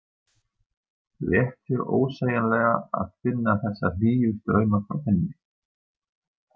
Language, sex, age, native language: Icelandic, male, 30-39, German